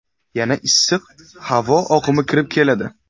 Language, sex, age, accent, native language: Uzbek, male, 18-24, Buxoro, Uzbek